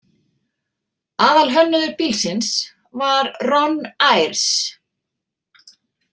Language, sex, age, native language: Icelandic, female, 40-49, Icelandic